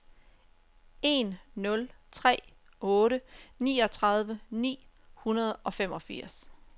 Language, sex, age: Danish, female, 34